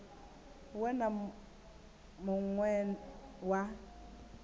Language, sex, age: Venda, female, 19